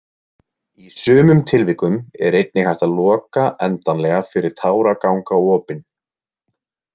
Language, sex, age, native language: Icelandic, male, 20-29, Icelandic